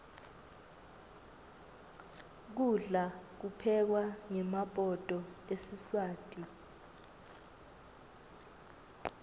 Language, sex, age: Swati, female, 20